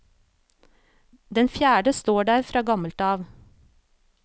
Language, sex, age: Norwegian, female, 36